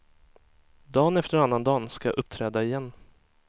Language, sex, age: Swedish, male, 23